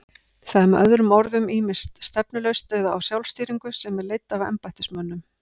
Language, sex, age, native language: Icelandic, female, 50-59, Icelandic